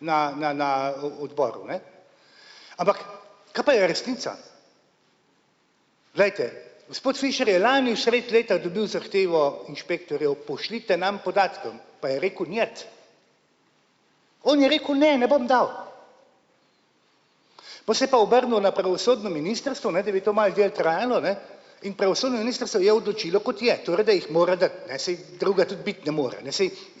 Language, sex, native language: Slovenian, male, Slovenian